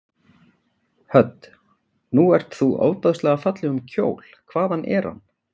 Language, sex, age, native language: Icelandic, male, 40-49, Icelandic